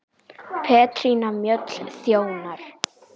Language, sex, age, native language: Icelandic, female, 10, Icelandic